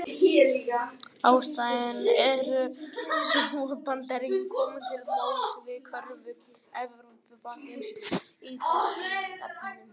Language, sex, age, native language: Icelandic, other, 18-19, Icelandic